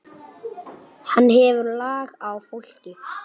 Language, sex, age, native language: Icelandic, female, 8, Icelandic